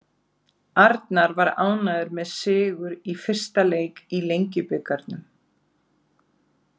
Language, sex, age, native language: Icelandic, female, 40-49, Icelandic